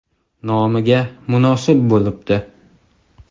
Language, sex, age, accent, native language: Uzbek, male, 25-34, Qoraqalpog'iston, Uzbek